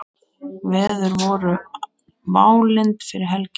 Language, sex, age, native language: Icelandic, female, 8, Icelandic